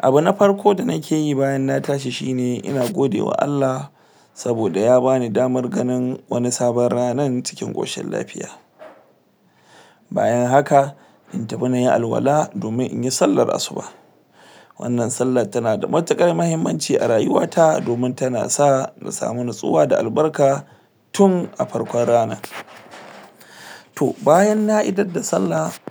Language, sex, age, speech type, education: Hausa, male, 60+, spontaneous, tertiary